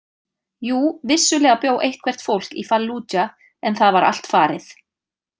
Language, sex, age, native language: Icelandic, female, 30-39, Icelandic